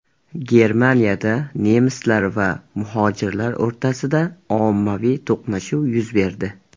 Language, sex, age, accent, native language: Uzbek, male, 18-24, Surxondaryo, Uzbek